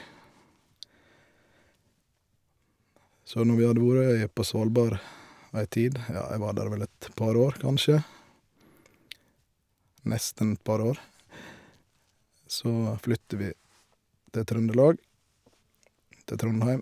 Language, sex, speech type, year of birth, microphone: Norwegian, male, spontaneous, 1971, Shure